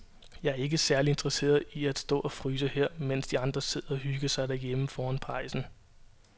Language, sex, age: Danish, male, 22